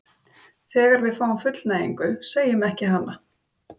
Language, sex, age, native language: Icelandic, female, 30-39, Icelandic